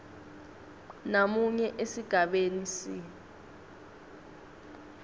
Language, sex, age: Swati, female, 19